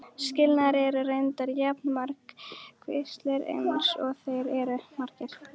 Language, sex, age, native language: Icelandic, female, 11, Icelandic